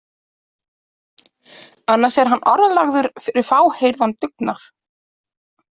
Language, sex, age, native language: Icelandic, female, 30-39, Icelandic